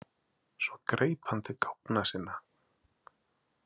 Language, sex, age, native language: Icelandic, male, 40-49, Icelandic